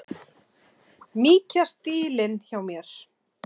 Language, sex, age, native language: Icelandic, male, 8, Icelandic